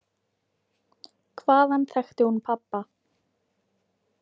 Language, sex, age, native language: Icelandic, female, 18-19, Icelandic